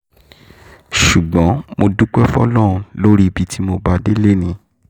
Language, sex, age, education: Yoruba, male, 15-29, tertiary